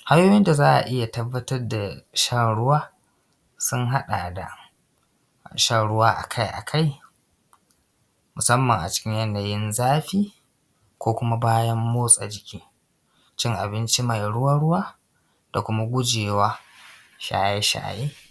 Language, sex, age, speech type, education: Hausa, male, 15-29, spontaneous, secondary